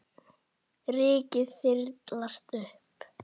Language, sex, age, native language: Icelandic, male, 8, Icelandic